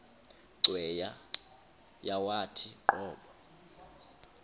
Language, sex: Xhosa, male